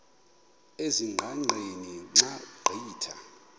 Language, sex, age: Xhosa, male, 24